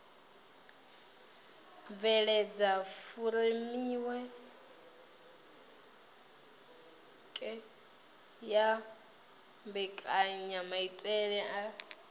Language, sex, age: Venda, female, 20